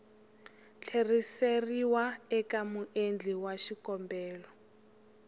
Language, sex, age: Tsonga, female, 21